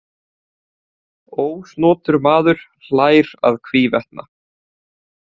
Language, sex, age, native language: Icelandic, male, 18-19, Icelandic